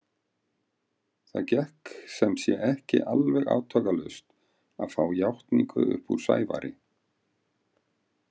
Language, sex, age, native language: Icelandic, male, 50-59, Icelandic